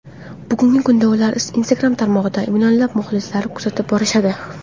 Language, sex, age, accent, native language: Uzbek, female, under 19, Qashqadaryo, Uzbek